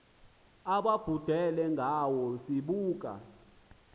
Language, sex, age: Xhosa, male, 20